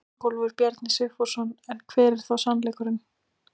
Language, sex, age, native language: Icelandic, female, 18-19, Icelandic